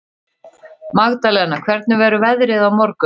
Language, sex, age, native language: Icelandic, female, 30-39, Icelandic